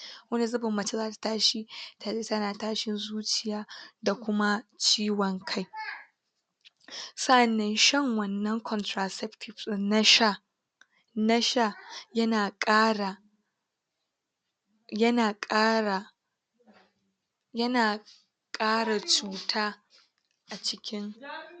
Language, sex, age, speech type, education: Hausa, female, 15-29, spontaneous, tertiary